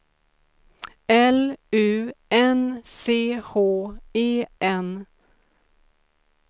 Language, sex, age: Swedish, female, 35